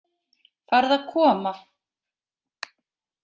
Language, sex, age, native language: Icelandic, female, 40-49, Icelandic